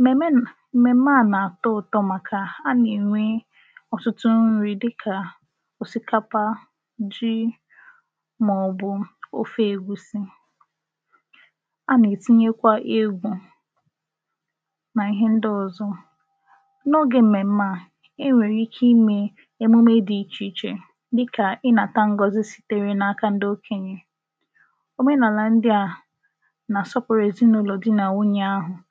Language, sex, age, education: Igbo, female, 15-29, tertiary